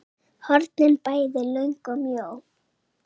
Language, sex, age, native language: Icelandic, female, 7, Icelandic